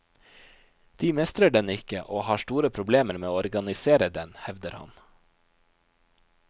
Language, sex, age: Norwegian, male, 29